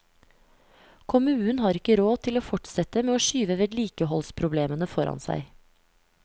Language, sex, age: Norwegian, female, 35